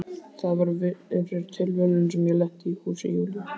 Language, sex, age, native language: Icelandic, male, 15, Icelandic